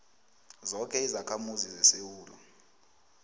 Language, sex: South Ndebele, female